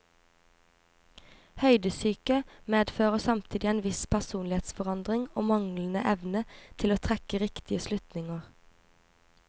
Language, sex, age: Norwegian, female, 24